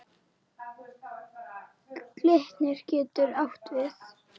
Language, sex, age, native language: Icelandic, female, 9, Icelandic